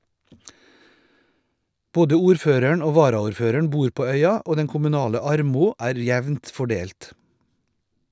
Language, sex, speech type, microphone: Norwegian, male, read, Shure